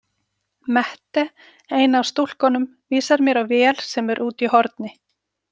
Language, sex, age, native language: Icelandic, female, 40-49, Icelandic